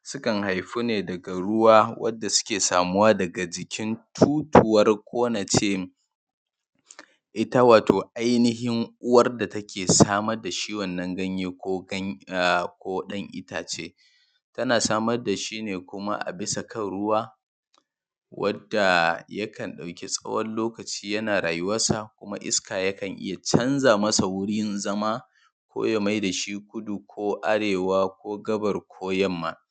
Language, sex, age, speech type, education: Hausa, male, 15-29, spontaneous, tertiary